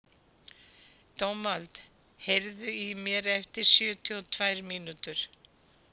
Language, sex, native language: Icelandic, female, Icelandic